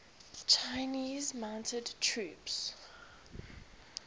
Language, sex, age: English, female, 21